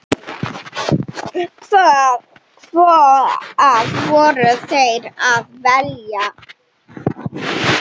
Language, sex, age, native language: Icelandic, female, 7, Icelandic